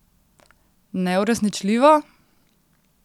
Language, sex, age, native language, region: Slovenian, female, 18-29, Slovenian, Central Slovenia